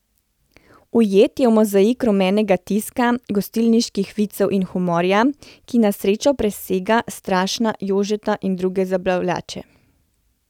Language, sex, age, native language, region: Slovenian, female, 30-49, Slovenian, Central Slovenia